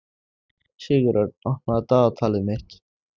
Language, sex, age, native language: Icelandic, male, 16, Icelandic